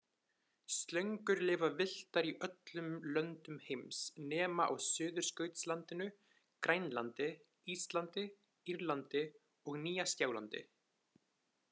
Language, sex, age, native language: Icelandic, male, 20-29, Icelandic